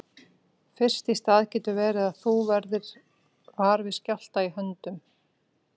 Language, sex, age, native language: Icelandic, female, 40-49, Icelandic